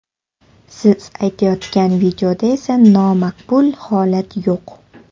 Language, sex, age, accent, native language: Uzbek, female, 18-24, Toshkent shahri, Uzbek